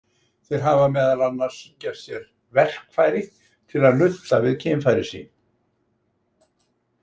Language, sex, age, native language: Icelandic, male, 60-69, Icelandic